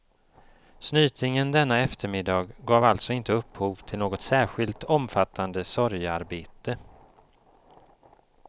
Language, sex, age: Swedish, male, 54